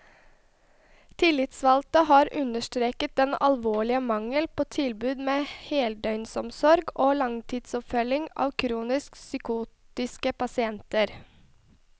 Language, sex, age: Norwegian, female, 21